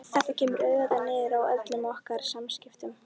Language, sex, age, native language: Icelandic, female, 11, Icelandic